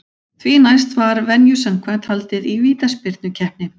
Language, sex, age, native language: Icelandic, female, 40-49, Icelandic